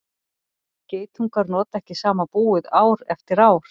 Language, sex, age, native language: Icelandic, female, 40-49, Icelandic